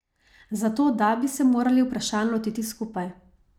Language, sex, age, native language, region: Slovenian, female, 30-49, Slovenian, Savinja region